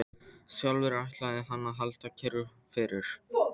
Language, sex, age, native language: Icelandic, male, 13, Polish